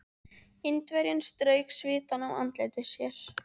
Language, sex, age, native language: Icelandic, female, 13, Icelandic